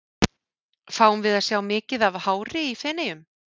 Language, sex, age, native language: Icelandic, female, 40-49, Icelandic